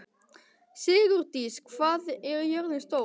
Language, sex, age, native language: Icelandic, male, 12, Icelandic